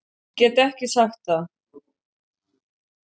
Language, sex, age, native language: Icelandic, female, 60-69, Icelandic